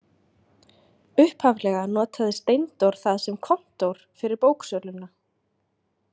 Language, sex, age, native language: Icelandic, female, 20-29, Icelandic